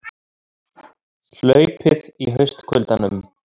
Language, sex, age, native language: Icelandic, male, 30-39, Icelandic